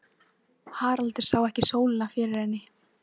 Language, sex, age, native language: Icelandic, female, 14, Icelandic